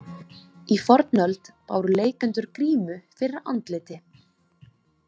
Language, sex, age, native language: Icelandic, female, 20-29, Icelandic